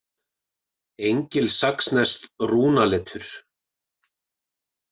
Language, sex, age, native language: Icelandic, male, 20-29, Icelandic